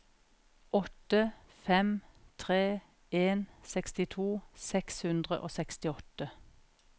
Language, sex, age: Norwegian, female, 41